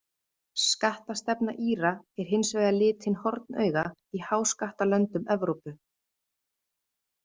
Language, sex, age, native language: Icelandic, female, 30-39, Icelandic